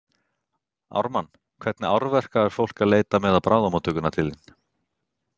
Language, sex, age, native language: Icelandic, male, 30-39, Icelandic